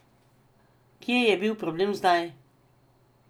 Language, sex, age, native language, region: Slovenian, female, 50-59, Slovenian, Drava region